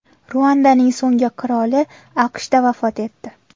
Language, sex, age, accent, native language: Uzbek, female, 18-24, Samarqand, Uzbek